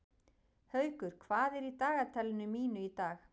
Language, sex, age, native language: Icelandic, female, 40-49, Icelandic